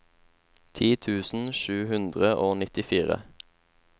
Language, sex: Norwegian, male